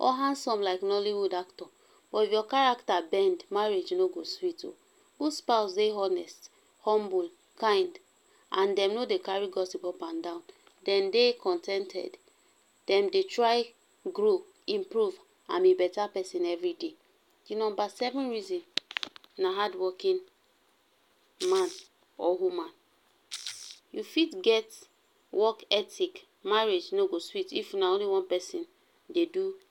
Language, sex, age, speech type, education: Nigerian Pidgin, female, 15-29, spontaneous, tertiary